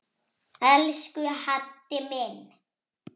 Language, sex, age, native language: Icelandic, female, 6, Icelandic